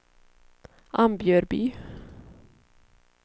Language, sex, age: Swedish, female, 22